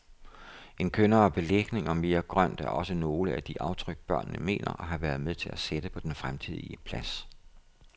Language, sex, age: Danish, male, 57